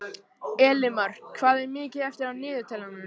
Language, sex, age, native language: Icelandic, male, 18-19, Icelandic